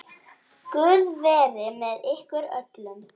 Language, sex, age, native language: Icelandic, female, 10, Icelandic